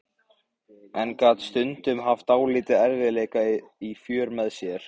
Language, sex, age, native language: Icelandic, male, 15, Icelandic